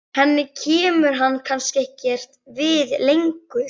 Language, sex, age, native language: Icelandic, female, 11, Icelandic